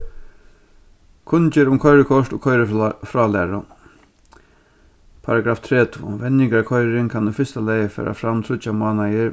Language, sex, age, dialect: Faroese, male, 36-60, Norðurstreymoy/Eysturoy